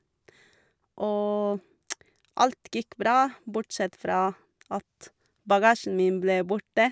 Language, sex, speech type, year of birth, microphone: Norwegian, female, spontaneous, 1984, Shure